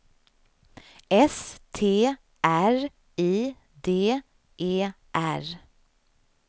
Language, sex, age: Swedish, female, 35